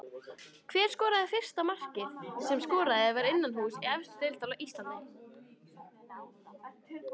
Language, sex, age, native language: Icelandic, female, 18-19, Icelandic